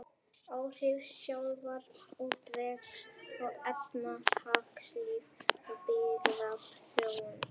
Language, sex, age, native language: Icelandic, female, 11, Icelandic